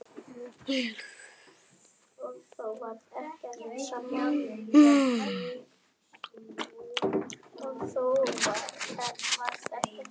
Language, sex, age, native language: Icelandic, male, 7, Icelandic